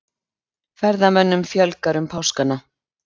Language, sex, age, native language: Icelandic, female, 50-59, Icelandic